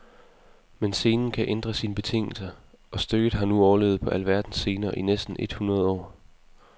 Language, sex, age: Danish, male, 20